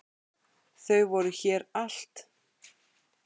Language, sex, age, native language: Icelandic, female, 8, Icelandic